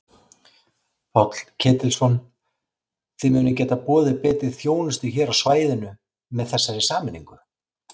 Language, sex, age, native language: Icelandic, male, 40-49, Icelandic